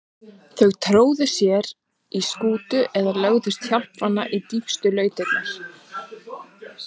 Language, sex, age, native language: Icelandic, female, 30-39, Icelandic